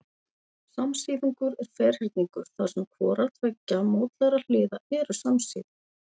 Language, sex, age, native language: Icelandic, female, 40-49, Icelandic